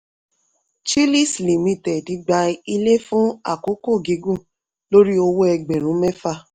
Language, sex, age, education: Yoruba, female, 15-29, tertiary